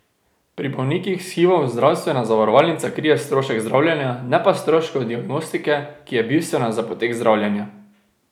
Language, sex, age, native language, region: Slovenian, male, 18-29, Slovenian, Drava region